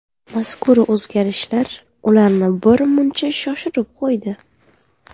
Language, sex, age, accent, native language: Uzbek, female, 18-24, Navoiy, Uzbek